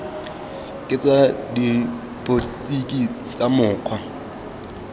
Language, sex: Tswana, male